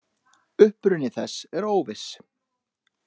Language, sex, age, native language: Icelandic, male, 30-39, Icelandic